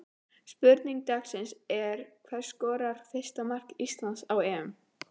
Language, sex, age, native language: Icelandic, female, 12, Icelandic